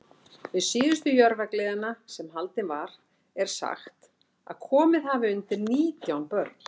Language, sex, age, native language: Icelandic, female, 60-69, Icelandic